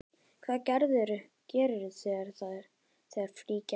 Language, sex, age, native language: Icelandic, female, 10, Icelandic